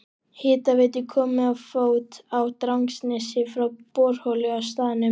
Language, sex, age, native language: Icelandic, male, 12, Icelandic